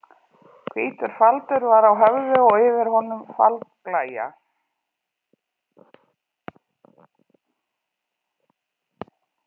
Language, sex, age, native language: Icelandic, female, 40-49, Icelandic